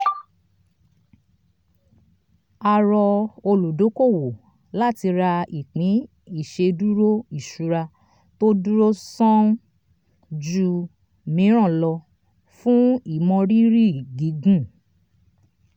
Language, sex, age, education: Yoruba, female, 30-45, tertiary